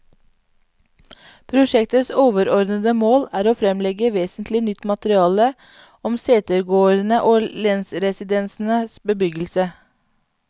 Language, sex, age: Norwegian, female, 31